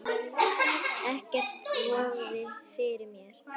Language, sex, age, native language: Icelandic, male, 10, Icelandic